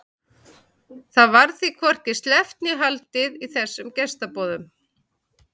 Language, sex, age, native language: Icelandic, male, 11, Icelandic